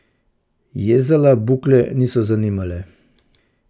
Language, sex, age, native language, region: Slovenian, male, 50-59, Slovenian, Central Slovenia